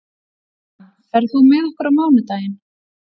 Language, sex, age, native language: Icelandic, female, 40-49, Icelandic